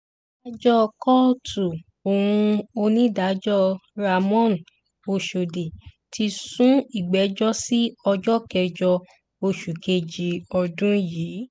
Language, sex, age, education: Yoruba, female, 15-29, tertiary